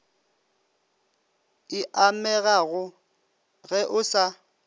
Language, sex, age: Northern Sotho, male, 25